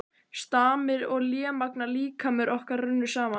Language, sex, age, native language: Icelandic, male, 11, Icelandic